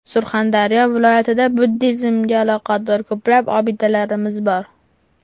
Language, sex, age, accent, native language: Uzbek, male, 12-17, Farg'ona, Uzbek